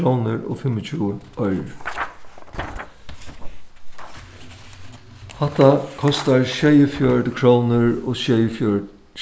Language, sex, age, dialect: Faroese, male, 61+, Suðuroy